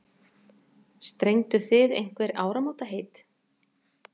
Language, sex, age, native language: Icelandic, female, 40-49, Icelandic